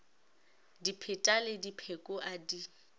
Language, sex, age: Northern Sotho, female, 19